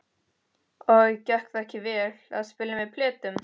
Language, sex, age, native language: Icelandic, female, 13, Spanish